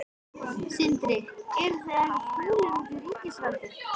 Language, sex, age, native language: Icelandic, female, 13, Icelandic